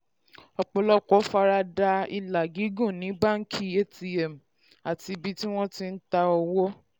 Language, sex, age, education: Yoruba, female, 15-29, secondary